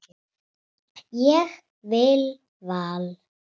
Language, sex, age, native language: Icelandic, female, 30-39, Icelandic